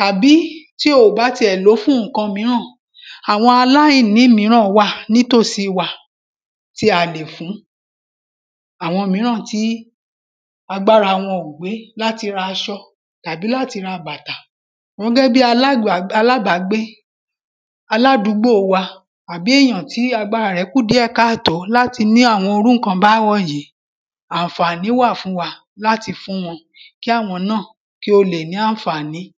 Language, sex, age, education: Yoruba, female, 46-60, primary